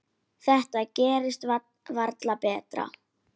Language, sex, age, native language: Icelandic, female, 10, Icelandic